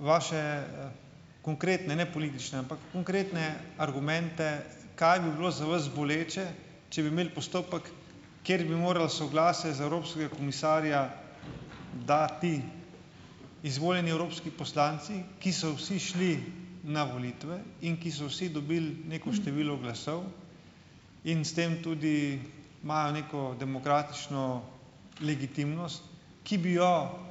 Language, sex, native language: Slovenian, male, Slovenian